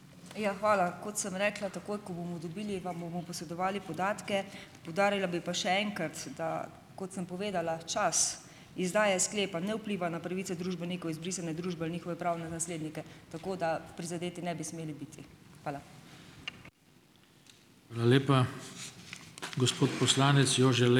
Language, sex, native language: Slovenian, female, Slovenian